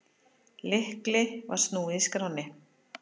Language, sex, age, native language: Icelandic, female, 50-59, Icelandic